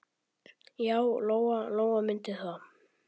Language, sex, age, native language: Icelandic, male, 10, Icelandic